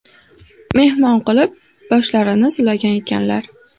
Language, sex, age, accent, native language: Uzbek, female, under 19, Andijon, Uzbek